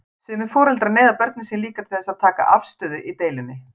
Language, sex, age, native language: Icelandic, female, 40-49, Icelandic